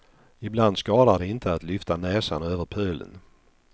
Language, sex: Swedish, male